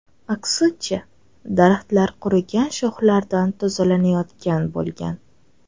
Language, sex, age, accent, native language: Uzbek, female, 18-24, Toshkent shahri, Uzbek